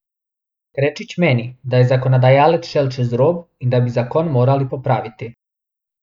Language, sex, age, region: Slovenian, male, 18-29, Abroad